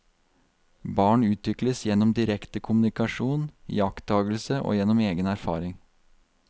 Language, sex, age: Norwegian, male, 32